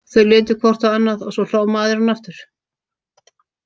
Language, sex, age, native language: Icelandic, female, 50-59, Icelandic